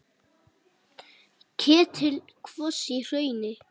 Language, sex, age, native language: Icelandic, female, 8, Icelandic